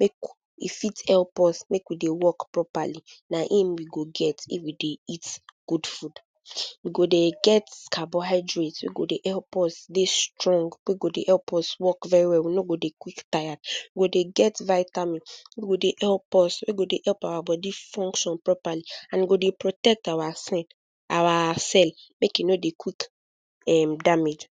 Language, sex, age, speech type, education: Nigerian Pidgin, female, 15-29, spontaneous, secondary